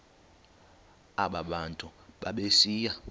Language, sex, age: Xhosa, male, 19